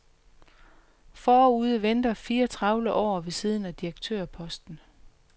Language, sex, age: Danish, female, 45